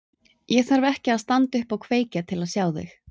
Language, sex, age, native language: Icelandic, female, 30-39, Icelandic